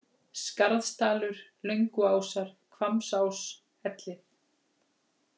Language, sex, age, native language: Icelandic, female, 40-49, Icelandic